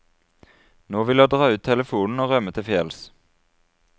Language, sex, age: Norwegian, male, 33